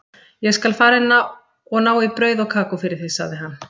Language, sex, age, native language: Icelandic, female, 50-59, Icelandic